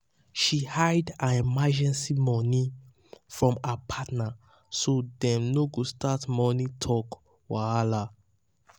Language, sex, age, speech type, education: Nigerian Pidgin, male, 15-29, spontaneous, tertiary